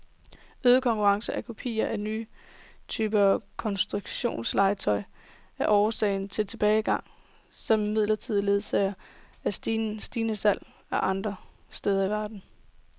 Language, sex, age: Danish, female, 18